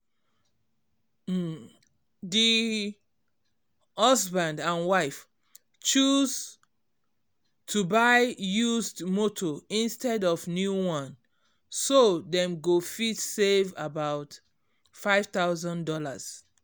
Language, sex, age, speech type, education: Nigerian Pidgin, female, 46-60, spontaneous, tertiary